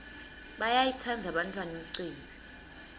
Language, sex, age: Swati, female, 22